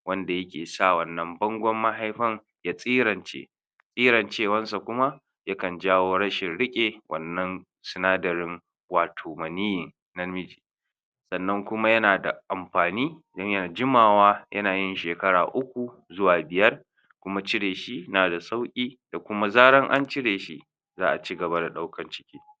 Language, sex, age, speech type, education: Hausa, male, 60+, spontaneous, tertiary